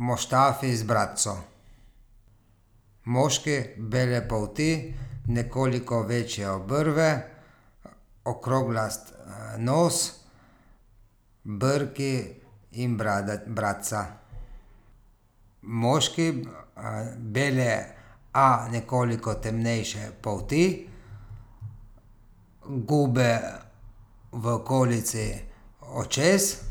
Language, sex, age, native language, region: Slovenian, male, 30-49, Slovenian, Gorica region